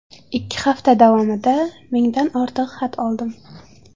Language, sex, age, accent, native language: Uzbek, female, 18-24, Samarqand, Uzbek